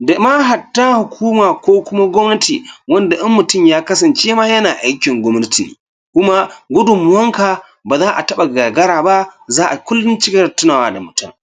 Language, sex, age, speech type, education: Hausa, male, 46-60, spontaneous, tertiary